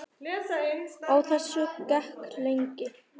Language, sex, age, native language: Icelandic, male, 9, Icelandic